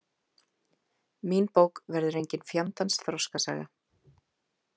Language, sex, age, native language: Icelandic, female, 30-39, Icelandic